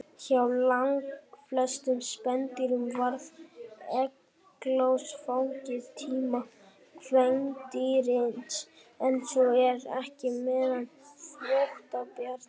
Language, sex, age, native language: Icelandic, female, 18-19, Icelandic